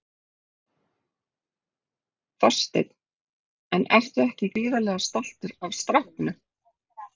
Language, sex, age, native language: Icelandic, female, 30-39, Icelandic